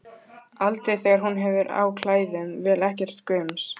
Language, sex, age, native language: Icelandic, female, 12, Icelandic